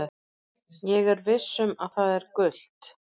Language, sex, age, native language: Icelandic, female, 40-49, Icelandic